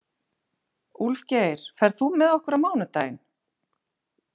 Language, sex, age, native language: Icelandic, female, 40-49, Icelandic